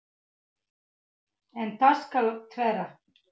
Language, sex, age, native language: Icelandic, female, 8, Icelandic